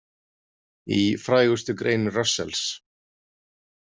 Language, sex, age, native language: Icelandic, male, 30-39, Icelandic